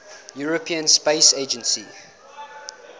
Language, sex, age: English, male, 19